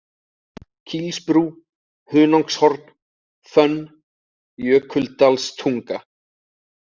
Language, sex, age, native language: Icelandic, male, 30-39, Icelandic